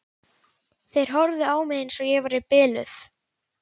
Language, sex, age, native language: Icelandic, female, 11, Icelandic